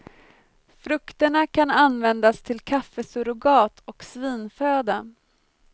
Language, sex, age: Swedish, female, 23